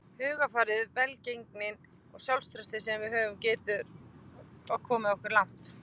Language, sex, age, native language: Icelandic, female, 20-29, Icelandic